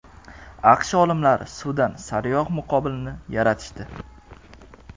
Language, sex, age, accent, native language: Uzbek, male, 18-24, Jizzax, Uzbek